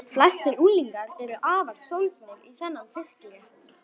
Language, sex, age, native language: Icelandic, female, 11, Icelandic